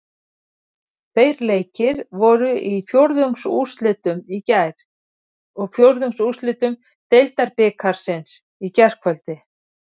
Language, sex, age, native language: Icelandic, female, 50-59, Icelandic